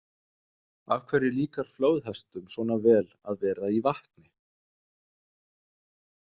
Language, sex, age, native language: Icelandic, male, 30-39, Danish